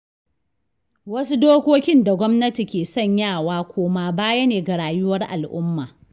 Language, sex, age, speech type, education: Hausa, female, 15-29, read, tertiary